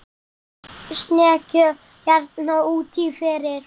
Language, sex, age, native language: Icelandic, male, 7, Icelandic